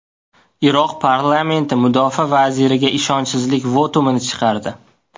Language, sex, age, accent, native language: Uzbek, male, 18-24, Toshkent viloyati, Uzbek